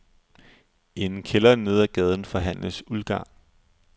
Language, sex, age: Danish, male, 20